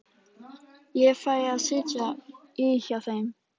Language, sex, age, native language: Icelandic, female, 14, Icelandic